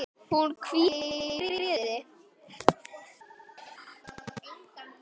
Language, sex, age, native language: Icelandic, male, 10, Icelandic